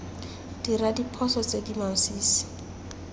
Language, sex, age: Tswana, female, 20